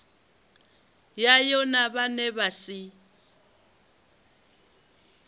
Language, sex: Venda, female